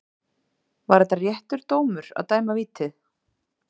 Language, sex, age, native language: Icelandic, female, 30-39, Icelandic